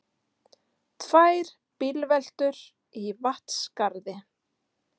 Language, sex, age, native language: Icelandic, female, 30-39, Icelandic